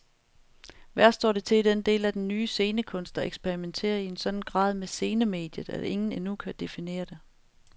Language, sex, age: Danish, female, 35